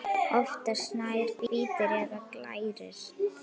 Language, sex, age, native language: Icelandic, female, 9, Icelandic